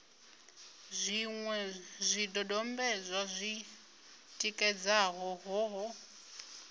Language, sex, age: Venda, female, 25